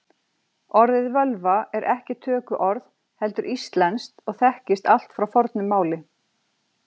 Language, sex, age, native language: Icelandic, female, 40-49, Icelandic